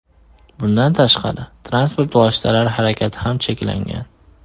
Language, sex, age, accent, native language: Uzbek, male, 18-24, Andijon, Uzbek